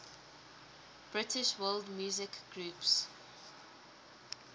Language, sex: English, female